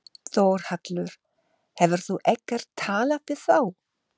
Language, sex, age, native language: Icelandic, female, 50-59, German